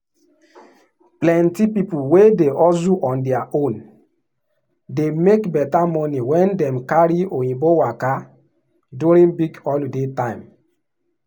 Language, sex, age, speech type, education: Nigerian Pidgin, male, 15-29, spontaneous, tertiary